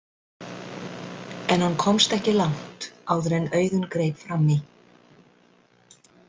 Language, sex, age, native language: Icelandic, female, 60-69, Icelandic